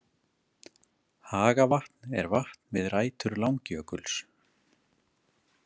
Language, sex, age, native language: Icelandic, male, 30-39, Icelandic